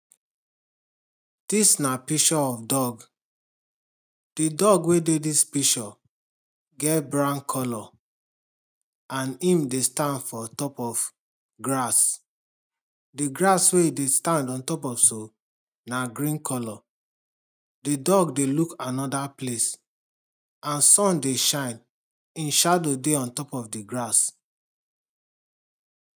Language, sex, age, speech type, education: Nigerian Pidgin, male, 30-45, spontaneous, tertiary